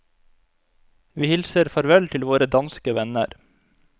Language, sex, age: Norwegian, male, 25